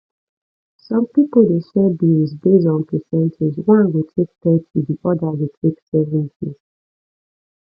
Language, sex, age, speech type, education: Nigerian Pidgin, female, 15-29, spontaneous, tertiary